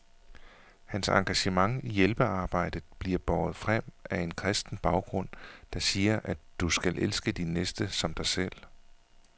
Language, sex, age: Danish, male, 41